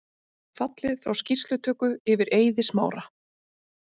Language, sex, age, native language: Icelandic, female, 30-39, Icelandic